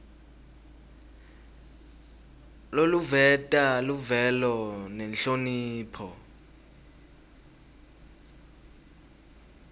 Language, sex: Swati, male